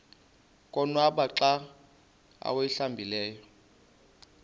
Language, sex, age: Xhosa, male, 28